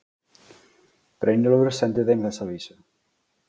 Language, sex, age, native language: Icelandic, male, 40-49, Icelandic